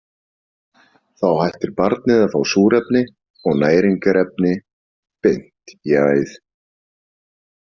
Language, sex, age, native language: Icelandic, male, 30-39, Icelandic